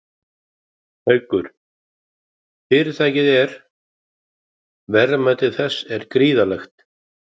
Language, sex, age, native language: Icelandic, male, 50-59, Icelandic